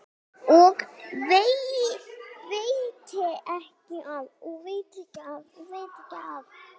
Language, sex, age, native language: Icelandic, female, 9, Icelandic